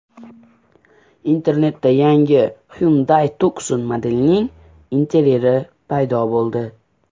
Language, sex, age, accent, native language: Uzbek, male, under 19, Andijon, Uzbek